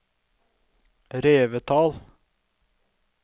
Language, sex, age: Norwegian, male, 32